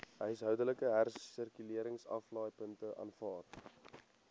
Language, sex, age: Afrikaans, male, 18